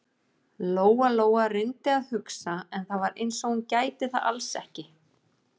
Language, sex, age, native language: Icelandic, female, 40-49, Icelandic